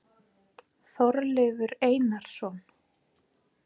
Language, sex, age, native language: Icelandic, female, 40-49, Icelandic